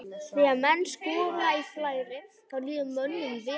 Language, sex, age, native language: Icelandic, male, 18-19, Icelandic